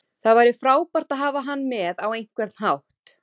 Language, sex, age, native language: Icelandic, female, 30-39, Icelandic